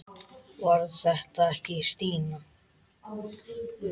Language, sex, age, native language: Icelandic, female, 10, Icelandic